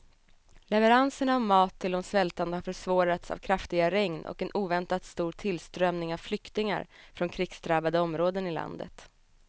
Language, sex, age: Swedish, female, 27